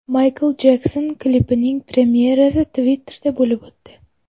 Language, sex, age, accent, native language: Uzbek, female, 18-24, Toshkent shahri, Uzbek